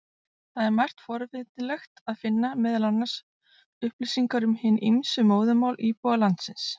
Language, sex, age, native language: Icelandic, female, 40-49, Icelandic